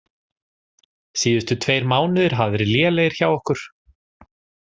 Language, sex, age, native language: Icelandic, male, 40-49, Icelandic